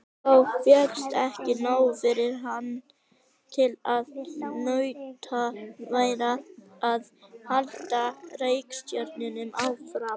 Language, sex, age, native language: Icelandic, female, 18-19, Icelandic